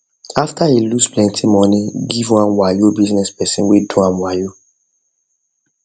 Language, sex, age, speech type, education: Nigerian Pidgin, male, 15-29, spontaneous, tertiary